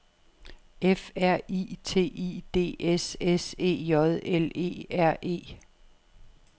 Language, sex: Danish, female